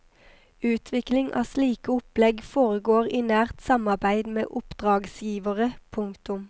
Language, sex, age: Norwegian, female, 23